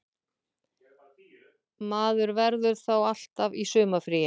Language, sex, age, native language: Icelandic, female, 40-49, Icelandic